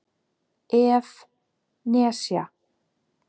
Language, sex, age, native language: Icelandic, male, 7, Icelandic